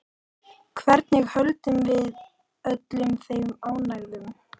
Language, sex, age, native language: Icelandic, female, 40-49, Icelandic